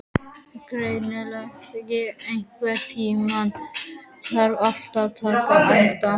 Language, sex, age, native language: Icelandic, male, 12, Icelandic